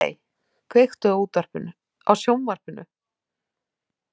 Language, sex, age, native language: Icelandic, female, 40-49, Icelandic